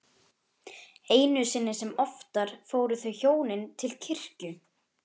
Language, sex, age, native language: Icelandic, female, 11, Icelandic